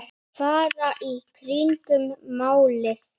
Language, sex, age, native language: Icelandic, male, 9, Icelandic